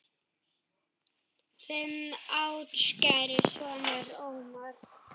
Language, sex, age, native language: Icelandic, male, 9, Icelandic